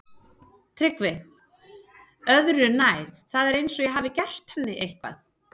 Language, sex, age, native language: Icelandic, female, 30-39, Icelandic